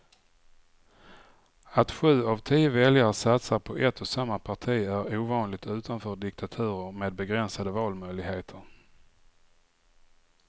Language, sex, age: Swedish, male, 44